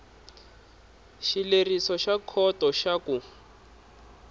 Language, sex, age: Tsonga, male, 26